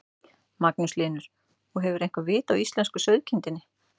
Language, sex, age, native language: Icelandic, male, 12, Icelandic